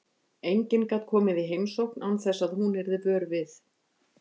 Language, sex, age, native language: Icelandic, female, 50-59, Icelandic